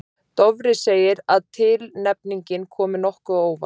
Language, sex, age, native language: Icelandic, male, 30-39, Icelandic